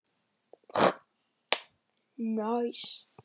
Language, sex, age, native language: Icelandic, male, 10, Icelandic